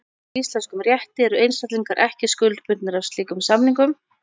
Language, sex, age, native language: Icelandic, female, 40-49, Icelandic